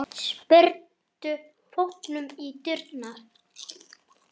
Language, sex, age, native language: Icelandic, male, 7, Icelandic